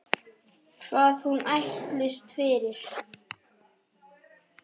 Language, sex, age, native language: Icelandic, male, 9, Icelandic